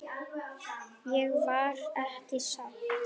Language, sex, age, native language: Icelandic, male, 10, Icelandic